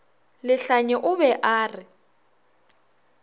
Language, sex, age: Northern Sotho, female, 21